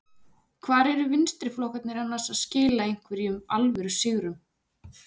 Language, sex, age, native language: Icelandic, female, 40-49, Icelandic